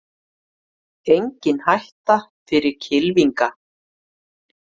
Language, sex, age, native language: Icelandic, female, 50-59, Icelandic